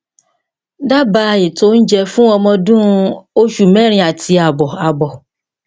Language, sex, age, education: Yoruba, female, 46-60, tertiary